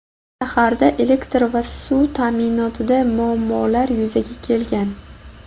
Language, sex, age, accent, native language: Uzbek, female, 19-29, Buxoro, Uzbek